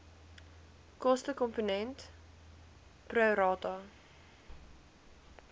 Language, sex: Afrikaans, female